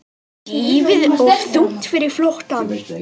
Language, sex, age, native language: Icelandic, female, 20-29, Icelandic